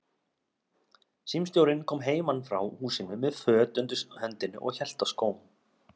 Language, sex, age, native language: Icelandic, male, 30-39, Icelandic